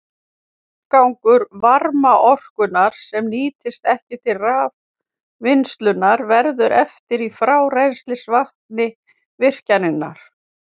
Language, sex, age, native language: Icelandic, female, 50-59, Icelandic